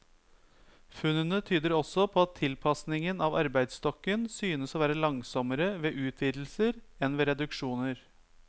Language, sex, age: Norwegian, male, 30